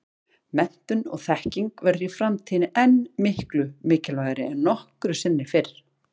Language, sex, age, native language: Icelandic, female, 40-49, Icelandic